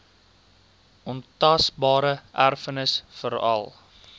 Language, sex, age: Afrikaans, male, 22